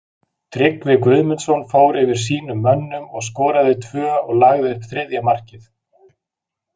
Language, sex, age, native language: Icelandic, male, 40-49, Icelandic